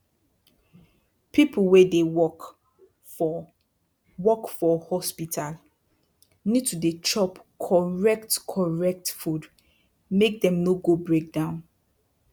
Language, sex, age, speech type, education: Nigerian Pidgin, female, 15-29, spontaneous, tertiary